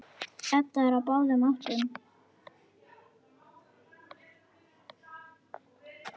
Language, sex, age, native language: Icelandic, female, 9, Icelandic